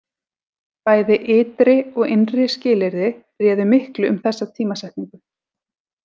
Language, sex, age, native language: Icelandic, female, 40-49, Icelandic